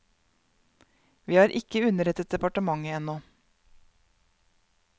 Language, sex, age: Norwegian, female, 31